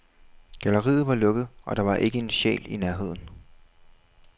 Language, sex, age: Danish, male, 21